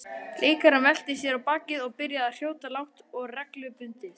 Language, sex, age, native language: Icelandic, male, 20-29, Icelandic